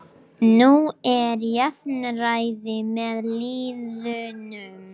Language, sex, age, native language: Icelandic, male, 18-19, Icelandic